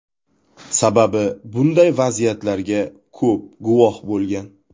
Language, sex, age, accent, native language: Uzbek, male, 18-24, Toshkent viloyati, Uzbek